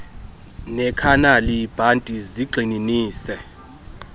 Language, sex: Xhosa, male